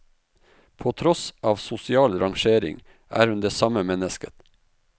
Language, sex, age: Norwegian, male, 44